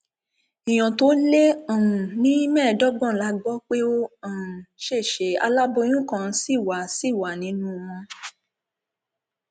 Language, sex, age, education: Yoruba, female, 15-29, tertiary